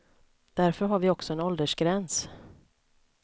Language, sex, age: Swedish, female, 29